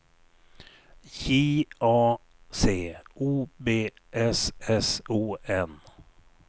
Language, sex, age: Swedish, male, 59